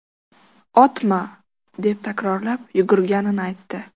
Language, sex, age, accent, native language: Uzbek, female, 12-17, Qashqadaryo, Uzbek